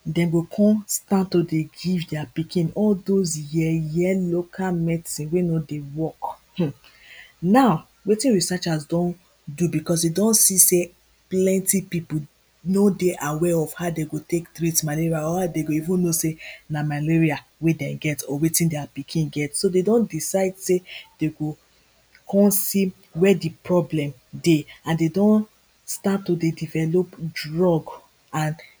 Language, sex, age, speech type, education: Nigerian Pidgin, female, 15-29, spontaneous, primary